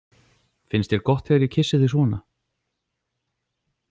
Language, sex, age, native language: Icelandic, male, 40-49, Icelandic